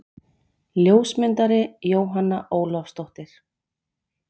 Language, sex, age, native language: Icelandic, female, 40-49, Icelandic